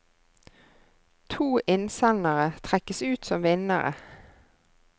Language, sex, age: Norwegian, female, 33